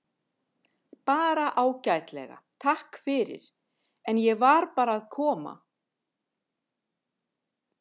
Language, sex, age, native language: Icelandic, female, 50-59, Icelandic